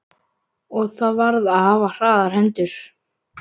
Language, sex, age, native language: Icelandic, male, 11, Icelandic